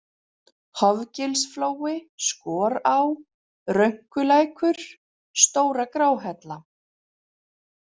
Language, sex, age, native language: Icelandic, female, 40-49, Icelandic